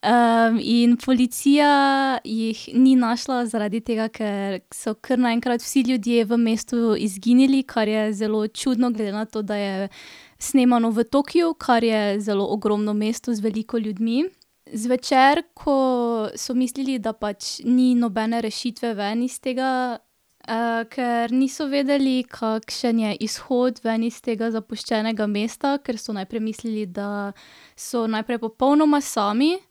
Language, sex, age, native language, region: Slovenian, female, 18-29, Slovenian, Drava region